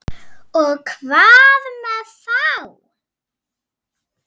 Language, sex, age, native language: Icelandic, female, 7, Icelandic